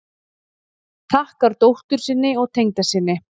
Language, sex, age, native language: Icelandic, female, 40-49, Icelandic